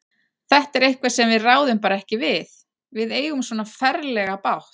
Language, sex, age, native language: Icelandic, female, 40-49, Icelandic